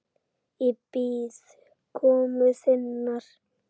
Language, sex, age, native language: Icelandic, female, 8, Icelandic